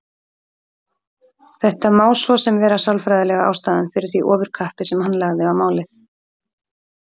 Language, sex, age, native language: Icelandic, female, 30-39, Icelandic